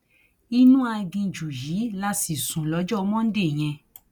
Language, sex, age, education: Yoruba, female, 46-60, tertiary